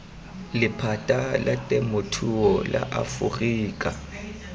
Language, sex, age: Tswana, male, 23